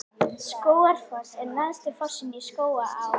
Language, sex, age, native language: Icelandic, female, 11, Icelandic